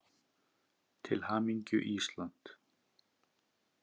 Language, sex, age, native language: Icelandic, male, 50-59, Icelandic